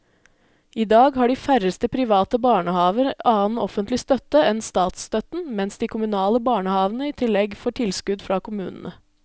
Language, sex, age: Norwegian, female, 20